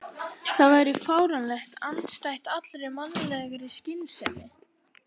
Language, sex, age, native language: Icelandic, female, 11, Icelandic